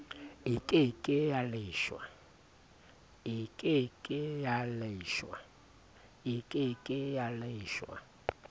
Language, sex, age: Southern Sotho, male, 30